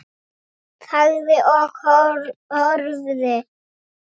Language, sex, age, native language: Icelandic, male, 9, Icelandic